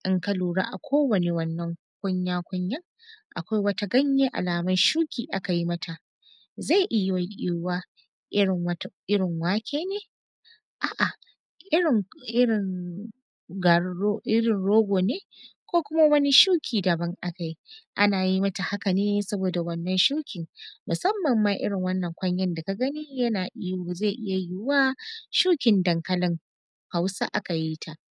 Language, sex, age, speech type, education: Hausa, female, 15-29, spontaneous, tertiary